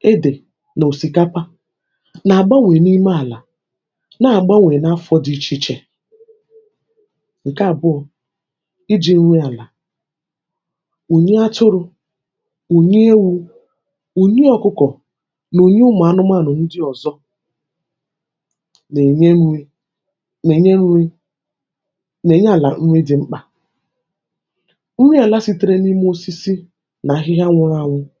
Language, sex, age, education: Igbo, female, 15-29, tertiary